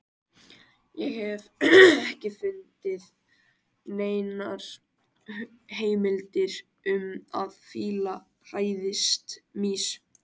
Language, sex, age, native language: Icelandic, male, 18-19, Icelandic